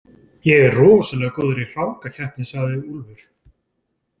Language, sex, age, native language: Icelandic, male, 20-29, Icelandic